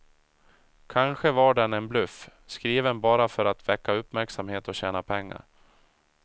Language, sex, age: Swedish, male, 37